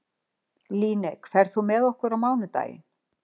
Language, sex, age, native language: Icelandic, female, 60-69, Icelandic